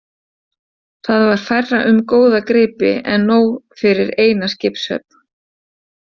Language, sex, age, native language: Icelandic, female, 40-49, Icelandic